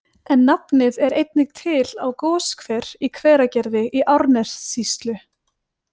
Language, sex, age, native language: Icelandic, female, 20-29, Icelandic